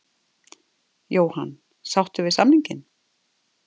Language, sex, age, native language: Icelandic, female, 50-59, Icelandic